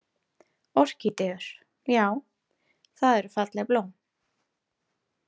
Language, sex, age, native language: Icelandic, female, 30-39, Icelandic